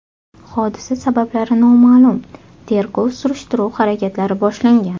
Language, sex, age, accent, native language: Uzbek, female, 18-24, Toshkent shahri, Uzbek